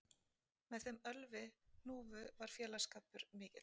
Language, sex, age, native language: Icelandic, female, 40-49, Icelandic